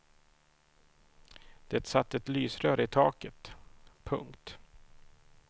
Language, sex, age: Swedish, male, 31